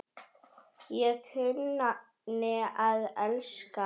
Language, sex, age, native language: Icelandic, female, 10, Icelandic